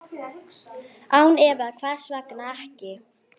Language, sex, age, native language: Icelandic, female, 9, Icelandic